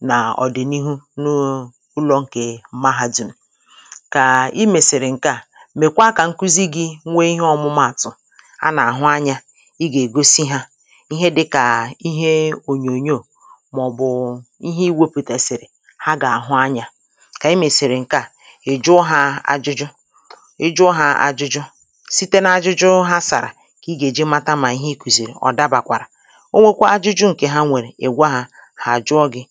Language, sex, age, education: Igbo, female, 30-45, tertiary